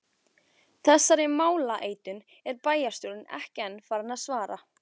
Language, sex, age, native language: Icelandic, female, 14, Icelandic